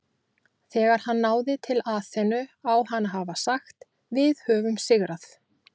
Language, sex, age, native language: Icelandic, female, 40-49, Icelandic